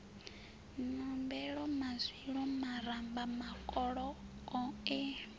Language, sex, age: Venda, female, 20